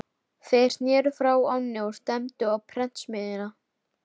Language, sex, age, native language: Icelandic, female, 13, Icelandic